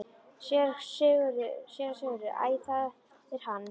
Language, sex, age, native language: Icelandic, female, 11, Icelandic